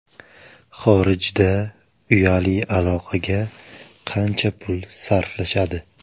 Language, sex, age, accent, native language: Uzbek, male, 18-24, Samarqand, Uzbek